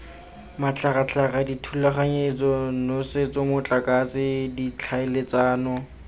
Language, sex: Tswana, male